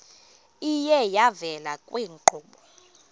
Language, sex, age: Xhosa, female, 22